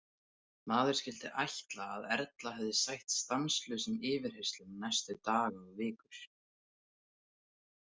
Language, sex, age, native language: Icelandic, male, 18-19, Icelandic